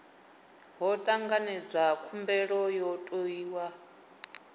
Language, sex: Venda, female